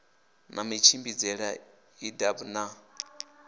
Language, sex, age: Venda, male, 26